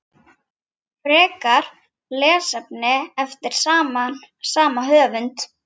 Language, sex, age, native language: Icelandic, female, 9, Icelandic